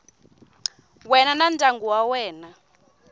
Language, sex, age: Tsonga, female, 21